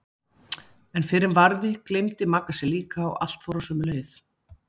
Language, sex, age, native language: Icelandic, female, 40-49, Icelandic